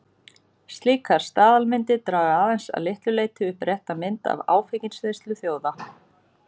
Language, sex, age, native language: Icelandic, female, 40-49, Icelandic